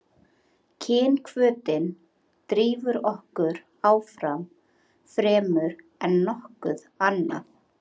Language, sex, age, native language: Icelandic, female, 30-39, Icelandic